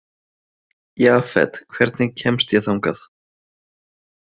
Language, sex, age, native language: Icelandic, male, 20-29, Icelandic